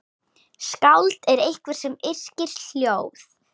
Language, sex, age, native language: Icelandic, female, 10, Icelandic